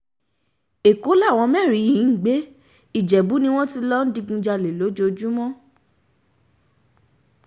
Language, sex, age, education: Yoruba, female, 15-29, tertiary